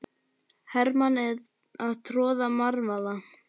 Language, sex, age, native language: Icelandic, male, 18-19, Icelandic